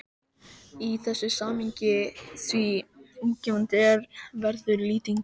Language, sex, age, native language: Icelandic, male, 13, Icelandic